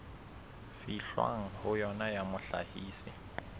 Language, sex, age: Southern Sotho, male, 21